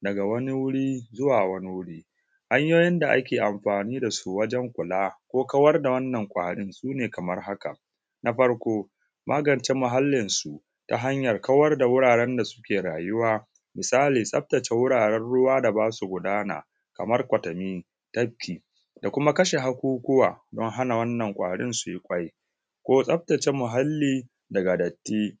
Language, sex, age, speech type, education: Hausa, male, 15-29, spontaneous, tertiary